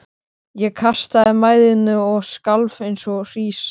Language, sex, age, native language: Icelandic, male, 13, Icelandic